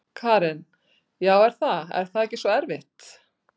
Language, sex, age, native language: Icelandic, female, 60-69, Icelandic